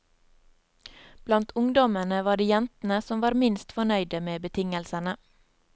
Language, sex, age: Norwegian, female, 27